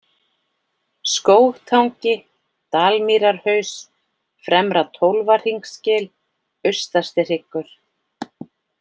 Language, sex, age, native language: Icelandic, female, 40-49, Icelandic